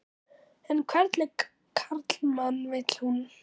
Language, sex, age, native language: Icelandic, female, 9, Icelandic